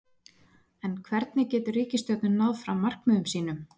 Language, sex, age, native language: Icelandic, female, 20-29, Icelandic